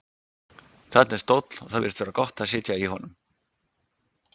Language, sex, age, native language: Icelandic, male, 60-69, Icelandic